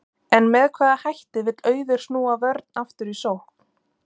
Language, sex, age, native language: Icelandic, female, 20-29, Icelandic